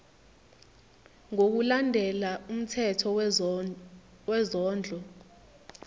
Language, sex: Zulu, female